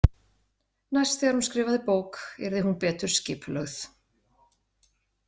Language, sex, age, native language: Icelandic, female, 30-39, Icelandic